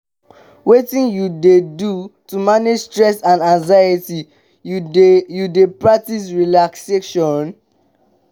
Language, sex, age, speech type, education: Nigerian Pidgin, male, 15-29, spontaneous, tertiary